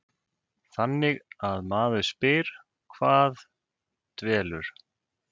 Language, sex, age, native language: Icelandic, male, 30-39, Icelandic